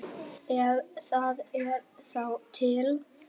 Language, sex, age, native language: Icelandic, male, 8, Icelandic